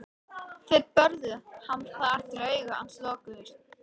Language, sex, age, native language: Icelandic, female, 13, Icelandic